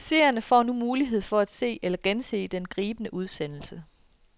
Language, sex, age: Danish, female, 33